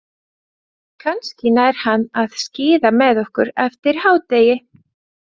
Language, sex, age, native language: Icelandic, female, 20-29, Latvian